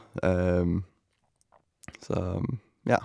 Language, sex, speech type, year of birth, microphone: Norwegian, male, spontaneous, 1990, Shure